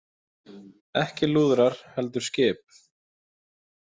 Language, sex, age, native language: Icelandic, male, 20-29, Icelandic